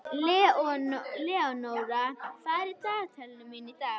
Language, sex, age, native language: Icelandic, female, 21, Icelandic